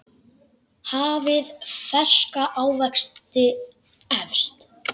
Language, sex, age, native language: Icelandic, male, 10, Icelandic